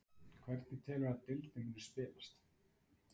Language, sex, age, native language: Icelandic, male, 30-39, Icelandic